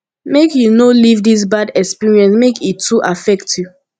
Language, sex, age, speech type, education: Nigerian Pidgin, female, 15-29, spontaneous, tertiary